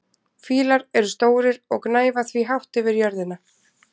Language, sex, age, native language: Icelandic, female, 20-29, Icelandic